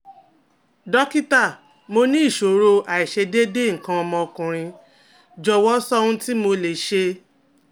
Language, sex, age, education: Yoruba, female, 30-45, tertiary